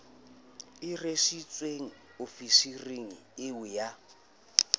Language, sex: Southern Sotho, male